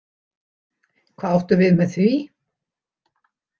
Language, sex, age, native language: Icelandic, female, 60-69, Icelandic